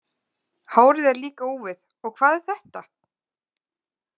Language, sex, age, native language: Icelandic, female, 20-29, Icelandic